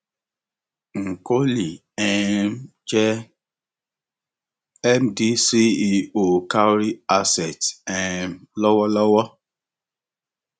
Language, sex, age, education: Yoruba, male, 30-45, tertiary